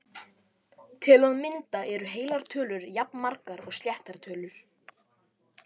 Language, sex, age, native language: Icelandic, male, 18-19, Icelandic